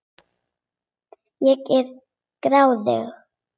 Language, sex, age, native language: Icelandic, other, 8, Icelandic